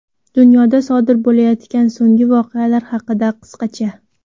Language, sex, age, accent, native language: Uzbek, female, 19-29, Toshkent viloyati, Uzbek